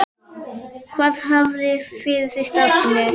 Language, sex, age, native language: Icelandic, female, 9, Icelandic